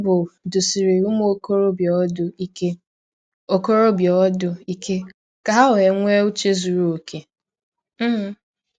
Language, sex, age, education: Igbo, female, 15-29, tertiary